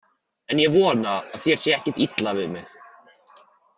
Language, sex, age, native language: Icelandic, male, 40-49, Icelandic